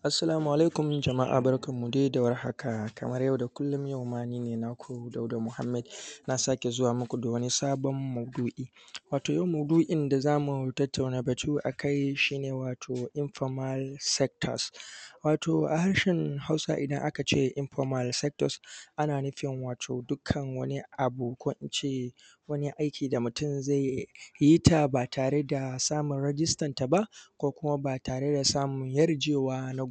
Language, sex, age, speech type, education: Hausa, male, 15-29, spontaneous, secondary